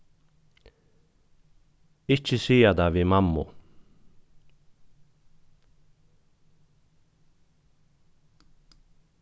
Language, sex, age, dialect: Faroese, male, 36-60, Norðuroyggjar